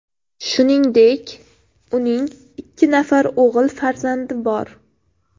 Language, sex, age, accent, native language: Uzbek, female, 18-24, Sirdaryo, Uzbek